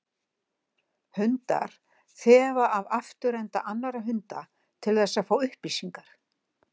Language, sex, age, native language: Icelandic, female, 60-69, Icelandic